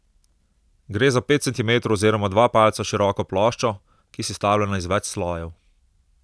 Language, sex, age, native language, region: Slovenian, male, 30-49, Slovenian, Southeast Slovenia